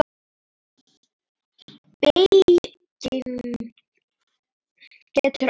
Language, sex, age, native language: Icelandic, female, 10, Icelandic